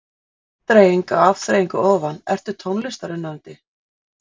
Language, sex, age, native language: Icelandic, female, 40-49, Icelandic